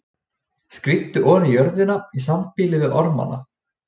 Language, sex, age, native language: Icelandic, male, 20-29, Icelandic